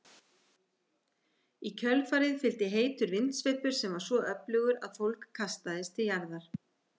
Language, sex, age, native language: Icelandic, female, 50-59, Icelandic